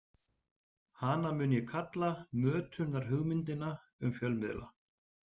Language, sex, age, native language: Icelandic, male, 40-49, Icelandic